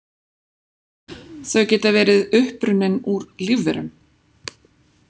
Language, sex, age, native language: Icelandic, female, 40-49, Icelandic